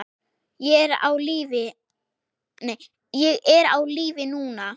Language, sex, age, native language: Icelandic, male, 6, Icelandic